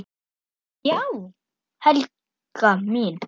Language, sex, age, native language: Icelandic, male, 10, Icelandic